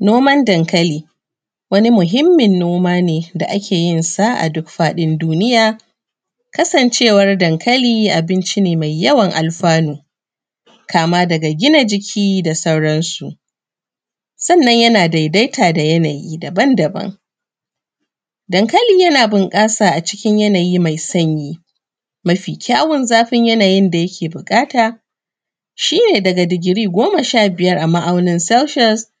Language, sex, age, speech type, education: Hausa, female, 30-45, spontaneous, primary